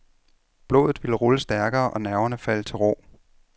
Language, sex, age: Danish, male, 33